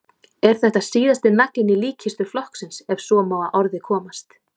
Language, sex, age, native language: Icelandic, female, 30-39, Icelandic